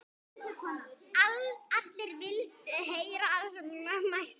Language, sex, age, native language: Icelandic, female, 10, Icelandic